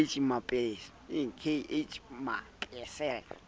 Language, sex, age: Southern Sotho, male, 23